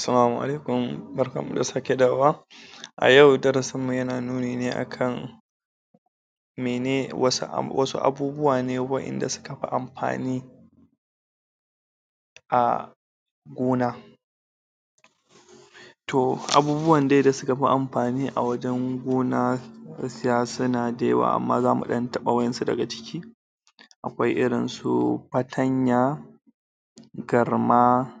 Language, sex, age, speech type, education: Hausa, male, 30-45, spontaneous, tertiary